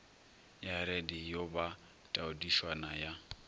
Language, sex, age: Northern Sotho, male, 22